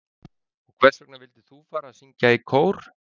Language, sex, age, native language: Icelandic, male, 50-59, Icelandic